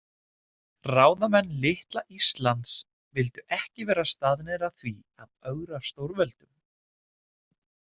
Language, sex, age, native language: Icelandic, male, 30-39, Icelandic